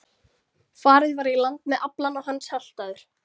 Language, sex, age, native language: Icelandic, female, 13, Icelandic